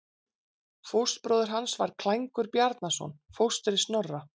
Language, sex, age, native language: Icelandic, female, 40-49, Icelandic